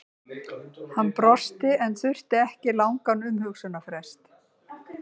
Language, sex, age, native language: Icelandic, female, 60-69, Icelandic